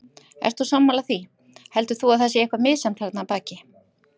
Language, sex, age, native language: Icelandic, female, 50-59, Icelandic